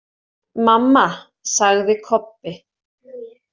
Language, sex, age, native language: Icelandic, female, 30-39, Icelandic